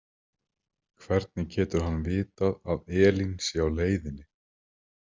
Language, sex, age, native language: Icelandic, male, 30-39, Icelandic